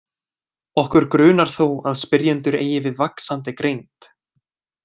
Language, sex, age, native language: Icelandic, male, 20-29, Icelandic